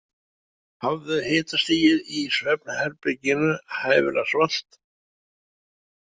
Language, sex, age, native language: Icelandic, male, 70-79, Icelandic